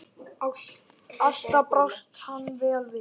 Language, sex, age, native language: Icelandic, male, 10, Icelandic